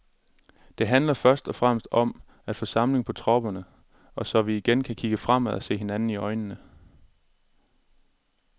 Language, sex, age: Danish, male, 27